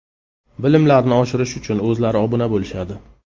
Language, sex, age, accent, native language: Uzbek, male, 35+, Qashqadaryo, Uzbek